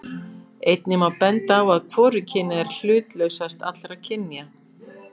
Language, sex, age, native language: Icelandic, female, 50-59, Icelandic